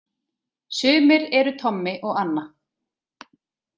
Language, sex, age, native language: Icelandic, female, 30-39, Icelandic